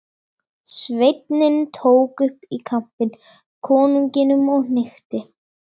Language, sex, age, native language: Icelandic, female, 13, Icelandic